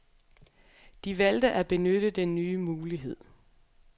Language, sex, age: Danish, female, 23